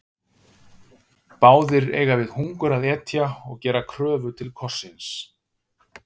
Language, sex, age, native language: Icelandic, male, 50-59, Icelandic